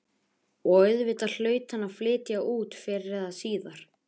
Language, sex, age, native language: Icelandic, male, 11, Icelandic